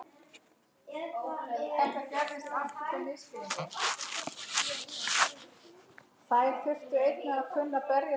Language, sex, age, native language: Icelandic, male, 8, Icelandic